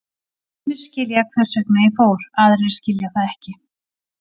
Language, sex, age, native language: Icelandic, female, 40-49, Icelandic